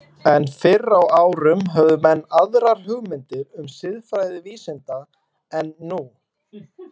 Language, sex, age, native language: Icelandic, male, 20-29, Icelandic